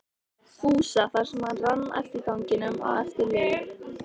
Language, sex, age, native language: Icelandic, female, 13, Icelandic